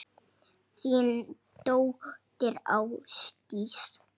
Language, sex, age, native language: Icelandic, male, 6, Icelandic